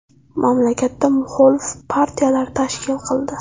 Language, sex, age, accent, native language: Uzbek, female, 19-29, Navoiy, Uzbek